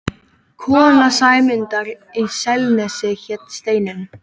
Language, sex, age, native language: Icelandic, female, 13, Icelandic